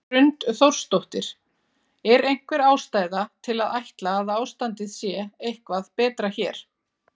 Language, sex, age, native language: Icelandic, female, 40-49, Icelandic